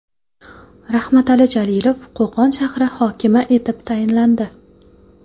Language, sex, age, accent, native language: Uzbek, female, 18-24, Qoraqalpog'iston, Karakalpak